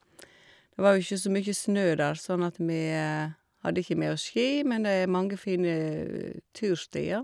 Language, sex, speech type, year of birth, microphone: Norwegian, female, spontaneous, 1956, Shure